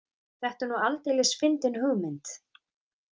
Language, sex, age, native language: Icelandic, female, 30-39, Icelandic